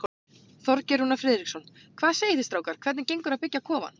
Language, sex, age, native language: Icelandic, female, 18-19, Icelandic